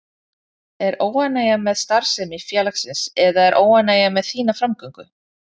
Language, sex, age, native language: Icelandic, female, 30-39, Icelandic